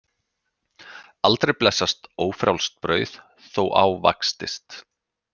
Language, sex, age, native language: Icelandic, male, 30-39, Icelandic